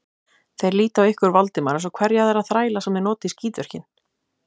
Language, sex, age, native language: Icelandic, female, 30-39, Icelandic